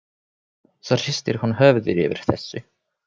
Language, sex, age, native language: Icelandic, male, 18-19, Finnish